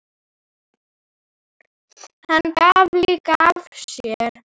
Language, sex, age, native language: Icelandic, female, 7, Icelandic